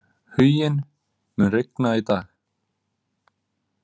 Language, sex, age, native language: Icelandic, male, 20-29, Icelandic